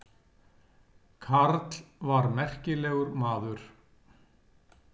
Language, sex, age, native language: Icelandic, male, 60-69, Icelandic